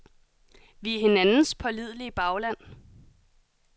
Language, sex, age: Danish, female, 30